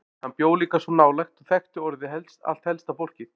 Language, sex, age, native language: Icelandic, male, 40-49, Icelandic